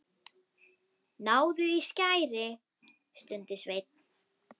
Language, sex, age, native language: Icelandic, female, 10, Icelandic